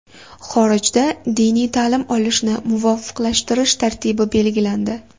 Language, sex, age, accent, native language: Uzbek, female, 18-24, Farg'ona, Uzbek